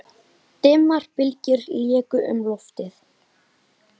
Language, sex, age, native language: Icelandic, male, 9, Icelandic